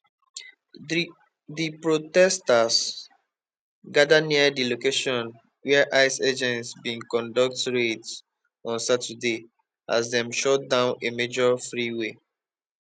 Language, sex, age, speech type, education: Nigerian Pidgin, male, 15-29, spontaneous, tertiary